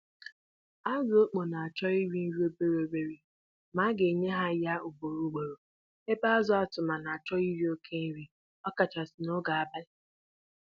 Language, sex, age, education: Igbo, female, 46-60, tertiary